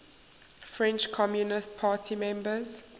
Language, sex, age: English, female, 19